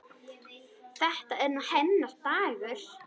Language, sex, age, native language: Icelandic, female, 10, Icelandic